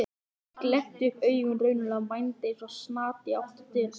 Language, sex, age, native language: Icelandic, male, 20-29, Icelandic